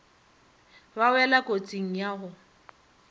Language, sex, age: Northern Sotho, female, 30